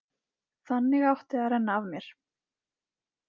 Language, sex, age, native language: Icelandic, female, 20-29, Icelandic